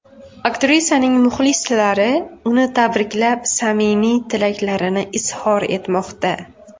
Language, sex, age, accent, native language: Uzbek, female, 19-29, Farg'ona, Uzbek